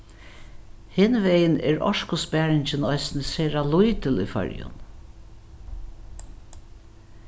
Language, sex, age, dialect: Faroese, female, 61+, Norðuroyggjar